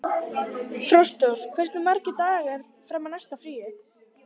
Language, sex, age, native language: Icelandic, female, 18-19, Icelandic